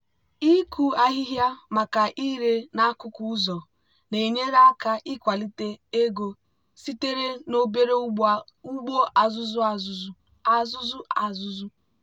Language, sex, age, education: Igbo, female, 15-29, tertiary